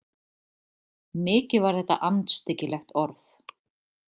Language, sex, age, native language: Icelandic, female, 30-39, Icelandic